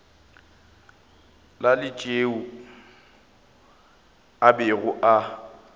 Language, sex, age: Northern Sotho, male, 24